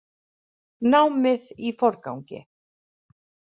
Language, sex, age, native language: Icelandic, female, 40-49, Icelandic